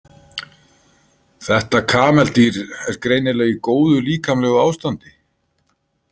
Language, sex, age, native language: Icelandic, male, 50-59, Icelandic